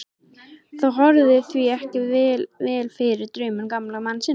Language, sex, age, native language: Icelandic, female, 13, Icelandic